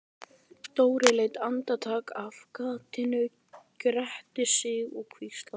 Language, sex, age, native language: Icelandic, male, 11, Icelandic